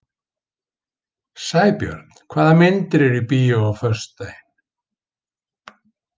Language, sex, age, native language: Icelandic, male, 50-59, Icelandic